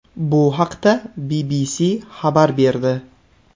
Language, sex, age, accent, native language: Uzbek, male, 18-24, Samarqand, Uzbek